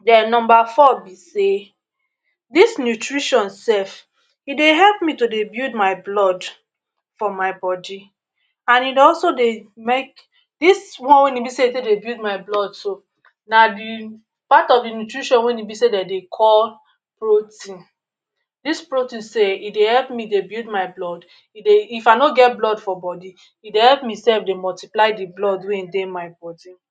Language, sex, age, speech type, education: Nigerian Pidgin, male, 60+, spontaneous, tertiary